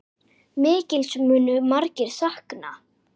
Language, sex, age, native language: Icelandic, male, 10, Icelandic